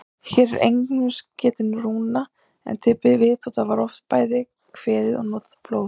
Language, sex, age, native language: Icelandic, female, 30-39, Icelandic